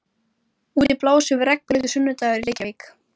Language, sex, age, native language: Icelandic, female, 12, Icelandic